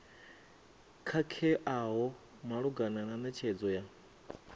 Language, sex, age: Venda, male, 24